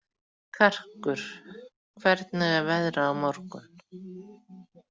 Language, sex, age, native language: Icelandic, female, 40-49, Icelandic